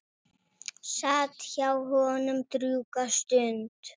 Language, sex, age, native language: Icelandic, female, 9, Icelandic